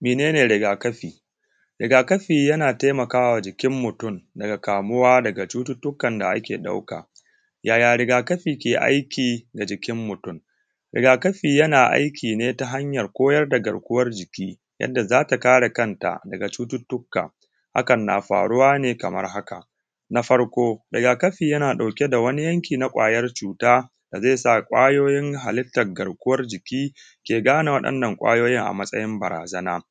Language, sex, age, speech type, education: Hausa, male, 15-29, spontaneous, tertiary